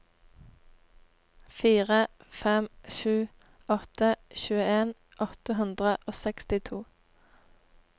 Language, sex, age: Norwegian, female, 18